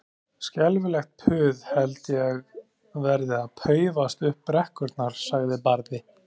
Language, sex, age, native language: Icelandic, male, 30-39, Icelandic